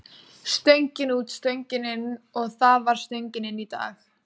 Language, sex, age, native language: Icelandic, female, 18-19, Icelandic